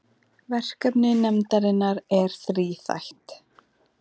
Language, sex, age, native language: Icelandic, female, 20-29, Icelandic